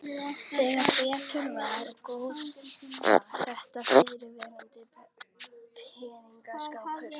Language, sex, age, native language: Icelandic, female, 11, Icelandic